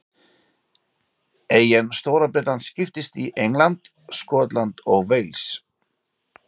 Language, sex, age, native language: Icelandic, male, 40-49, Icelandic